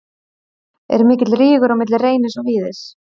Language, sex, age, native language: Icelandic, female, 30-39, Icelandic